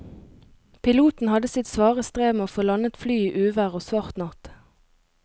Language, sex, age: Norwegian, female, 22